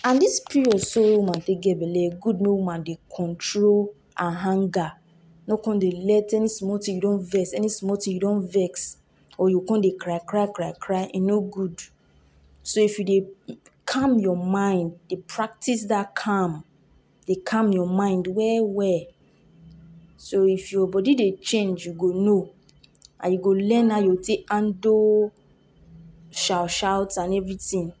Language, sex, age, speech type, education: Nigerian Pidgin, female, 46-60, spontaneous, tertiary